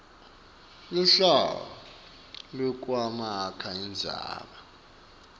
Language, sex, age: Swati, male, 24